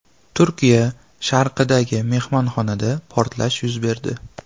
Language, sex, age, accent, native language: Uzbek, male, 18-24, Farg'ona, Uzbek